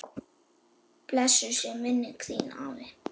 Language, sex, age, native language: Icelandic, male, 8, Icelandic